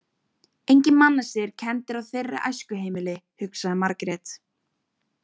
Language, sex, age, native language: Icelandic, female, 18-19, Icelandic